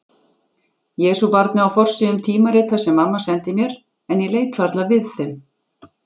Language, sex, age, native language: Icelandic, female, 40-49, Icelandic